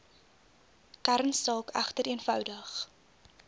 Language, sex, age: Afrikaans, female, 22